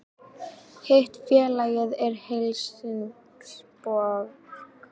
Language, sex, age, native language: Icelandic, female, 18-19, Icelandic